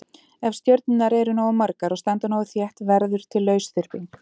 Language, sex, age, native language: Icelandic, female, 30-39, Icelandic